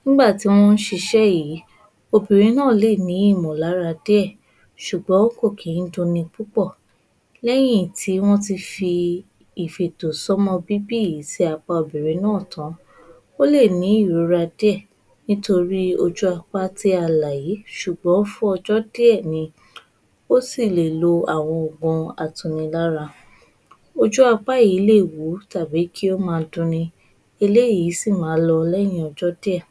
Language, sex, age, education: Yoruba, female, 15-29, tertiary